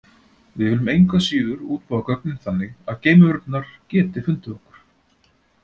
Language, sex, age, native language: Icelandic, male, 40-49, Icelandic